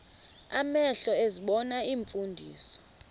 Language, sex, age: Xhosa, female, 24